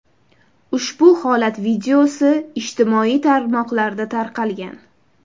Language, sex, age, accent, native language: Uzbek, female, 18-24, Toshkent shahri, Uzbek